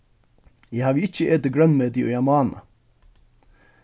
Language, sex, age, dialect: Faroese, male, 36-60, Suðurstreymoy